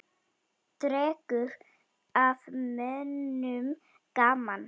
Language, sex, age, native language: Icelandic, female, 9, Icelandic